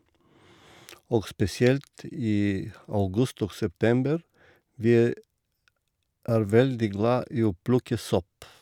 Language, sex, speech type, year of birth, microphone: Norwegian, male, spontaneous, 1958, Shure